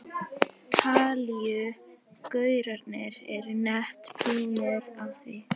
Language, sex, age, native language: Icelandic, female, 11, Icelandic